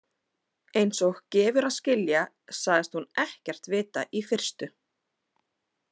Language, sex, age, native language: Icelandic, female, 30-39, Icelandic